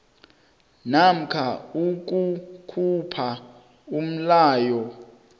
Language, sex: South Ndebele, male